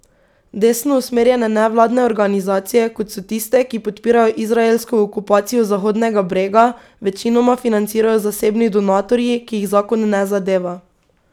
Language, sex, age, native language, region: Slovenian, female, 18-29, Slovenian, Pomurje region